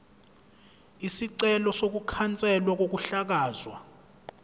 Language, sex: Zulu, male